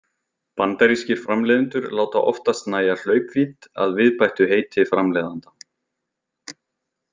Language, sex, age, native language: Icelandic, male, 20-29, Icelandic